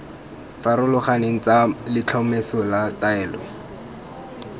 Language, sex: Tswana, male